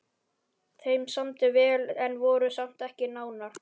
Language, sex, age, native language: Icelandic, male, 11, Icelandic